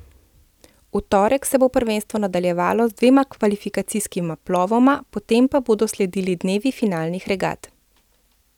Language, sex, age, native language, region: Slovenian, female, 30-49, Slovenian, Central Slovenia